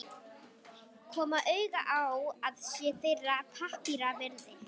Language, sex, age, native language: Icelandic, female, 11, Icelandic